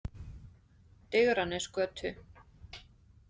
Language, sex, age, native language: Icelandic, female, 20-29, Icelandic